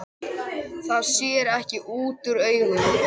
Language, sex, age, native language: Icelandic, male, 10, Icelandic